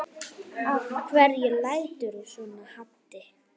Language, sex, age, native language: Icelandic, female, 9, Icelandic